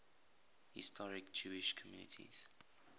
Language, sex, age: English, male, 20